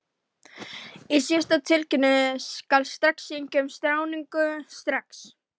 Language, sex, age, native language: Icelandic, female, 12, Icelandic